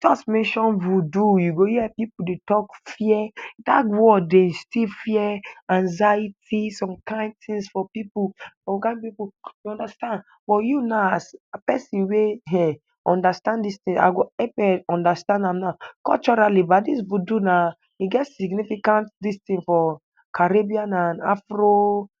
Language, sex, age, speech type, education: Nigerian Pidgin, male, 15-29, spontaneous, tertiary